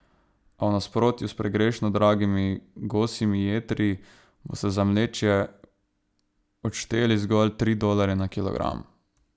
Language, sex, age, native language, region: Slovenian, male, 18-29, Slovenian, Savinja region